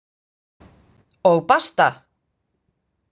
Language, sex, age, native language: Icelandic, female, 50-59, Icelandic